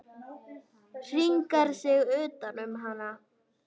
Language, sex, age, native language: Icelandic, female, 9, Icelandic